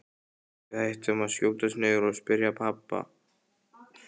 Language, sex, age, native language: Icelandic, male, 15, Icelandic